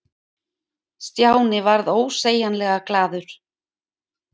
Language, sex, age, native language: Icelandic, female, 50-59, Icelandic